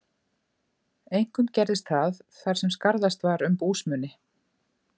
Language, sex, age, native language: Icelandic, female, 50-59, Icelandic